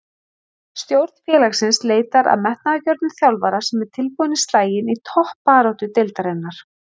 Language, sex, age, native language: Icelandic, female, 40-49, Icelandic